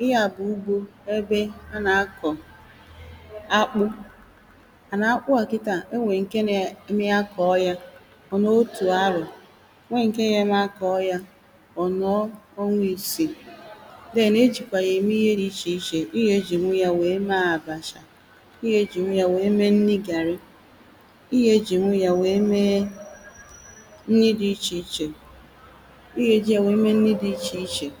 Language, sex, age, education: Igbo, female, 30-45, primary